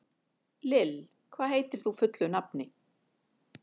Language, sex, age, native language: Icelandic, female, 50-59, Icelandic